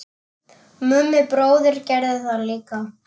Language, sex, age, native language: Icelandic, male, 10, Icelandic